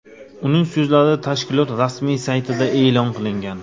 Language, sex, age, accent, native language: Uzbek, male, 25-34, Navoiy, Uzbek